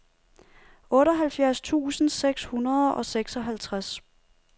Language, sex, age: Danish, female, 30